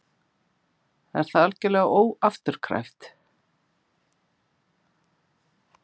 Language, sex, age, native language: Icelandic, female, 50-59, Icelandic